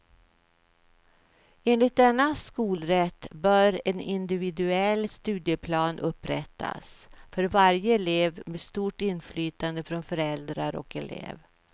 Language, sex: Swedish, female